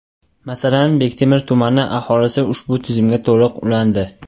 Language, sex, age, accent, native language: Uzbek, male, under 19, Toshkent viloyati, Uzbek